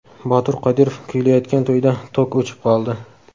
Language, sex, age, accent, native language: Uzbek, male, 18-24, Samarqand, Uzbek